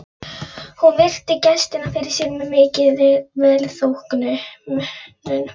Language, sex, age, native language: Icelandic, female, 11, Polish